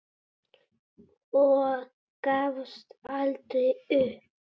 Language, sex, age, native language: Icelandic, male, 8, Icelandic